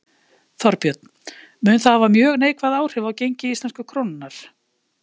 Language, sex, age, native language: Icelandic, female, 50-59, Icelandic